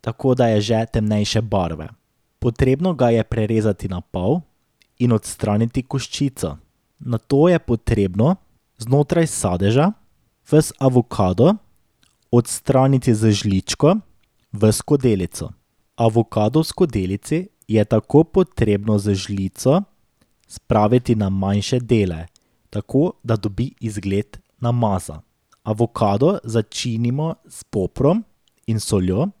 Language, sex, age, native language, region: Slovenian, male, 18-29, Slovenian, Drava region